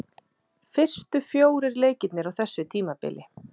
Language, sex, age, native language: Icelandic, female, 30-39, Icelandic